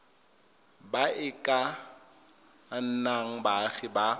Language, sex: Tswana, male